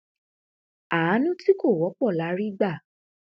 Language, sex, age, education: Yoruba, female, 15-29, tertiary